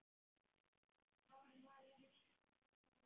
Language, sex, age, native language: Icelandic, male, 9, Icelandic